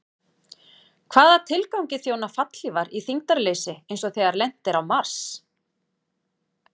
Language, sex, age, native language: Icelandic, female, 40-49, Icelandic